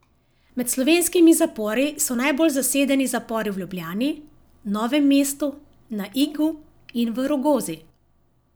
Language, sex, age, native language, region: Slovenian, female, 50-59, Slovenian, Savinja region